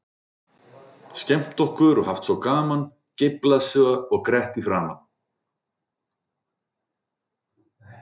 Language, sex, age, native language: Icelandic, male, 40-49, Icelandic